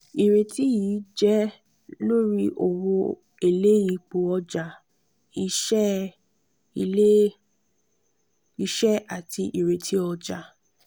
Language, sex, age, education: Yoruba, female, 15-29, tertiary